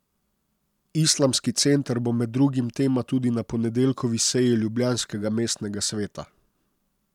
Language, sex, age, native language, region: Slovenian, male, 30-49, Slovenian, Posavska region